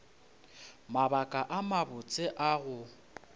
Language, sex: Northern Sotho, male